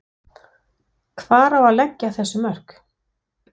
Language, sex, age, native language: Icelandic, female, 60-69, Danish